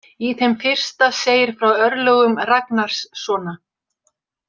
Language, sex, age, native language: Icelandic, female, 60-69, Icelandic